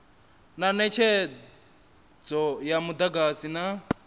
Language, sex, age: Venda, male, 27